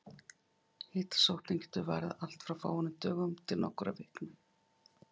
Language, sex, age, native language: Icelandic, female, 50-59, Icelandic